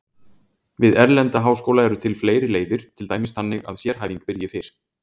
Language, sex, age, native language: Icelandic, male, 40-49, Icelandic